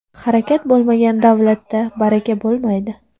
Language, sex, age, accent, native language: Uzbek, female, 19-29, Andijon, Uzbek